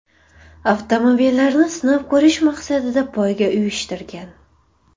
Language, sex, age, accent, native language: Uzbek, female, 18-24, Farg'ona, Uzbek